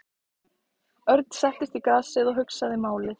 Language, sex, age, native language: Icelandic, female, 14, Icelandic